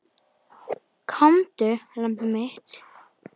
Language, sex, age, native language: Icelandic, female, 10, Icelandic